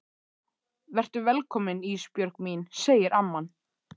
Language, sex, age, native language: Icelandic, male, 13, Icelandic